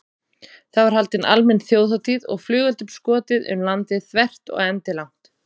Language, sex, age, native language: Icelandic, female, 30-39, Icelandic